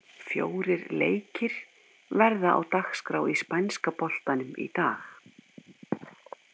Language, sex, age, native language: Icelandic, female, 50-59, Icelandic